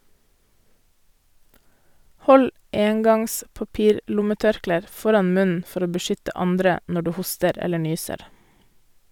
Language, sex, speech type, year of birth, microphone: Norwegian, female, read, 1988, Sennheiser